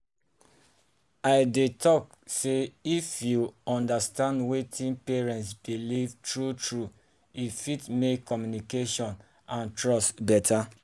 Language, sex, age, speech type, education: Nigerian Pidgin, male, 30-45, spontaneous, tertiary